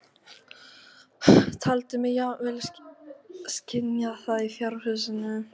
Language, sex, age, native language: Icelandic, female, 13, Icelandic